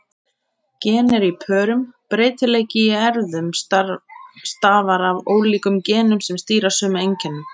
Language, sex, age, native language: Icelandic, female, 30-39, Icelandic